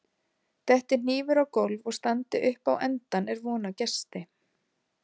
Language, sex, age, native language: Icelandic, female, 40-49, Icelandic